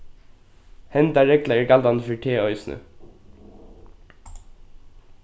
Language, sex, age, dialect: Faroese, male, 15-35, Norðuroyggjar